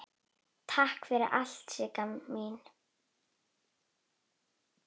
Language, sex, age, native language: Icelandic, female, 9, Icelandic